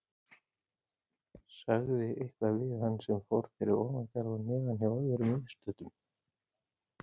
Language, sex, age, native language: Icelandic, male, 30-39, Icelandic